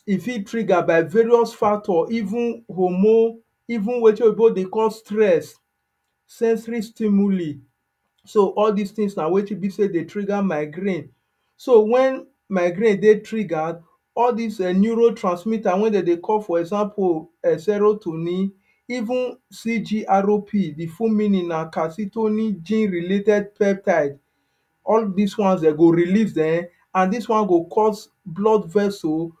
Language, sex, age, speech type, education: Nigerian Pidgin, male, 30-45, spontaneous, tertiary